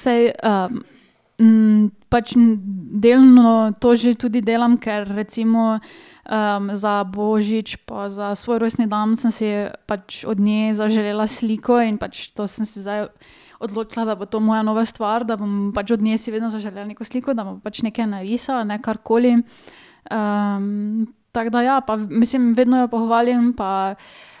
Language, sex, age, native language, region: Slovenian, female, 18-29, Slovenian, Drava region